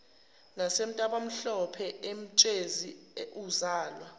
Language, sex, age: Zulu, female, 19